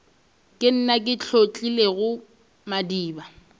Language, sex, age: Northern Sotho, female, 26